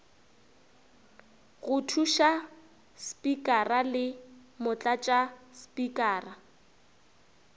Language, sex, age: Northern Sotho, female, 24